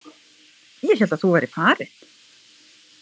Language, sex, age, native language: Icelandic, female, 50-59, Icelandic